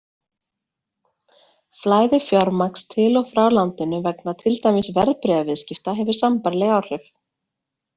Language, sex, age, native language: Icelandic, female, 30-39, Icelandic